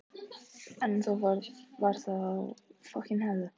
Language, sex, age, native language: Icelandic, female, 14, Icelandic